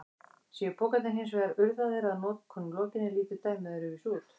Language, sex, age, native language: Icelandic, female, 30-39, Icelandic